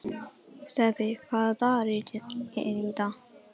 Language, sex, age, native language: Icelandic, male, 11, Icelandic